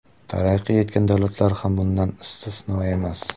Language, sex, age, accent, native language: Uzbek, male, 18-24, Surxondaryo, Uzbek